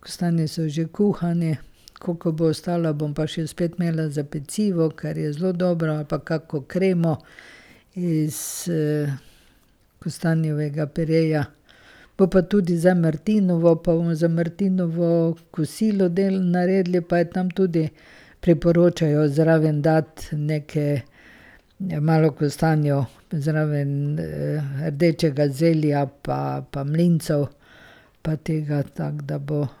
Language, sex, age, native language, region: Slovenian, female, 50-59, Slovenian, Carinthia region